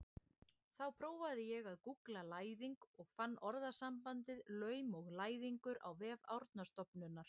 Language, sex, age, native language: Icelandic, female, 20-29, Icelandic